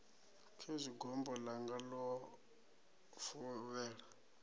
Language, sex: Venda, male